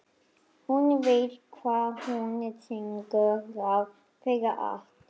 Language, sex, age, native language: Icelandic, female, 11, Icelandic